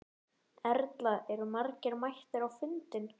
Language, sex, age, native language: Icelandic, male, 11, Icelandic